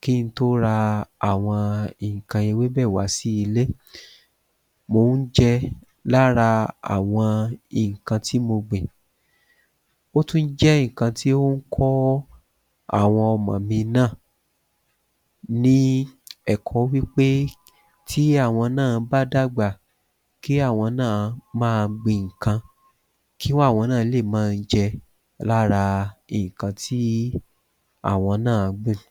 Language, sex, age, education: Yoruba, male, 30-45, tertiary